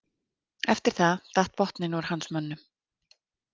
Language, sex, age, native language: Icelandic, female, 30-39, Icelandic